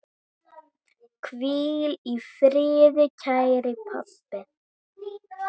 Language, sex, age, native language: Icelandic, male, 7, Icelandic